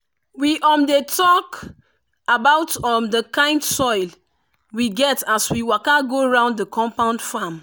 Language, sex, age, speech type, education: Nigerian Pidgin, female, 30-45, spontaneous, tertiary